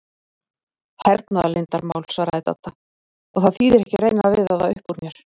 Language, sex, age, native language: Icelandic, female, 40-49, Icelandic